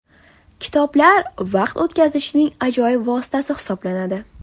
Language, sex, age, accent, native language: Uzbek, female, 19-29, Toshkent shahri, Uzbek